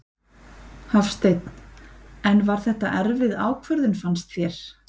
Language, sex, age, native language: Icelandic, female, 30-39, Icelandic